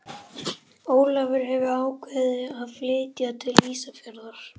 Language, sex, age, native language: Icelandic, male, 11, Icelandic